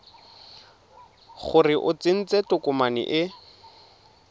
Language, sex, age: Tswana, male, 22